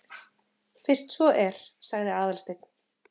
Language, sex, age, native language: Icelandic, female, 30-39, Icelandic